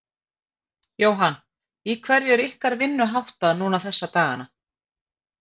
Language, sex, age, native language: Icelandic, female, 50-59, Icelandic